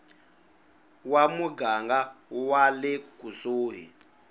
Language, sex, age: Tsonga, male, 19